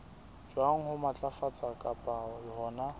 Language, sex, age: Southern Sotho, male, 20